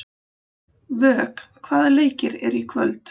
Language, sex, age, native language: Icelandic, female, 40-49, Icelandic